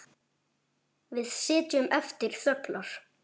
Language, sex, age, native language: Icelandic, male, 9, Icelandic